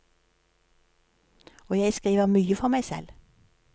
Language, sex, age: Norwegian, female, 53